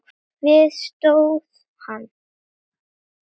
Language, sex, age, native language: Icelandic, female, 10, Icelandic